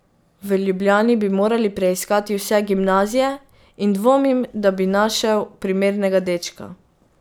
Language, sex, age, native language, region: Slovenian, female, 18-29, Slovenian, Pomurje region